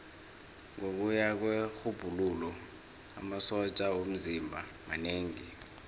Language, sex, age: South Ndebele, male, 24